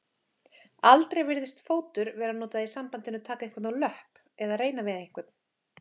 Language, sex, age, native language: Icelandic, female, 30-39, Icelandic